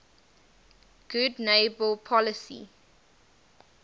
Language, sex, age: English, female, 19